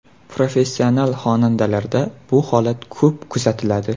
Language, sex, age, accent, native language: Uzbek, male, 18-24, Surxondaryo, Uzbek